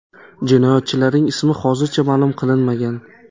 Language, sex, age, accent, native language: Uzbek, male, 18-24, Toshkent shahri, Uzbek